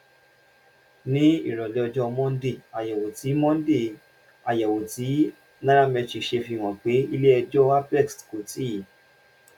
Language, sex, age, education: Yoruba, male, 30-45, tertiary